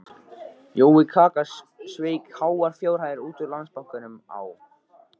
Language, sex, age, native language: Icelandic, male, 14, Icelandic